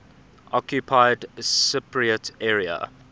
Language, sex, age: English, male, 24